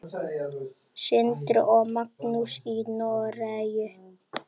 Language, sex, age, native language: Icelandic, female, 8, Icelandic